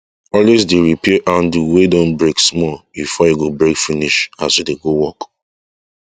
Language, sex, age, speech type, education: Nigerian Pidgin, male, 15-29, spontaneous, tertiary